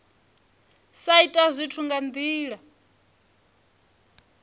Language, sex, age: Venda, female, 23